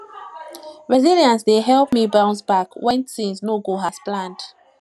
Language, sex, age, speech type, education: Nigerian Pidgin, female, 15-29, spontaneous, tertiary